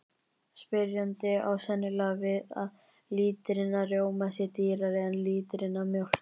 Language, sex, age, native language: Icelandic, male, 18-19, Icelandic